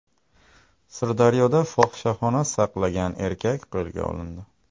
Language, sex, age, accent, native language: Uzbek, male, 25-34, Buxoro, Uzbek